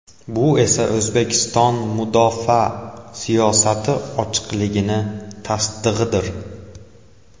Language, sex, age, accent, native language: Uzbek, male, 18-24, Andijon, Uzbek